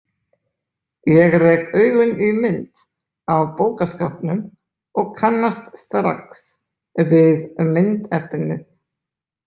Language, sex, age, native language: Icelandic, male, 20-29, Icelandic